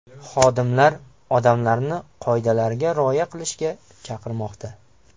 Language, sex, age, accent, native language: Uzbek, male, 18-24, Sirdaryo, Uzbek